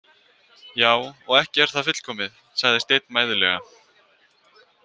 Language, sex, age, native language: Icelandic, female, 18-19, Icelandic